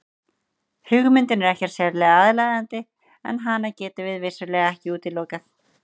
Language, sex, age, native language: Icelandic, female, 30-39, Icelandic